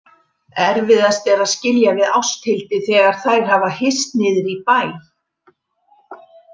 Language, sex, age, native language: Icelandic, female, 50-59, Icelandic